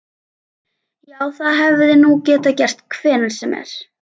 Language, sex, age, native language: Icelandic, female, 11, Icelandic